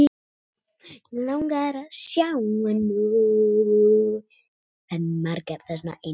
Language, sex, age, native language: Icelandic, female, 9, Icelandic